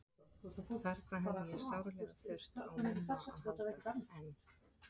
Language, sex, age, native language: Icelandic, female, 30-39, Icelandic